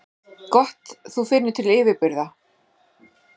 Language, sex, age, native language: Icelandic, female, 40-49, Icelandic